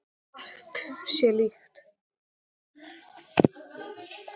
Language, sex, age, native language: Icelandic, female, 10, English